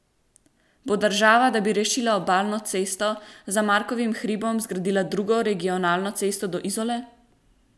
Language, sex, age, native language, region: Slovenian, female, 18-29, Slovenian, Central Slovenia